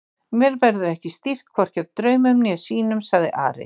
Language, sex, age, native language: Icelandic, female, 60-69, Icelandic